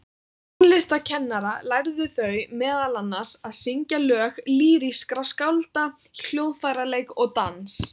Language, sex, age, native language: Icelandic, female, 18-19, Icelandic